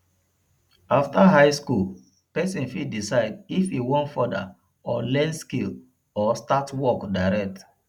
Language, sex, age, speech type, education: Nigerian Pidgin, male, 30-45, spontaneous, tertiary